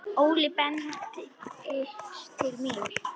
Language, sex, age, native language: Icelandic, female, 10, Icelandic